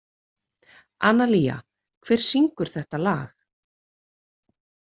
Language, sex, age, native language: Icelandic, female, 30-39, Icelandic